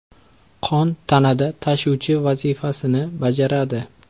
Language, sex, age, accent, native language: Uzbek, male, 25-34, Qashqadaryo, Uzbek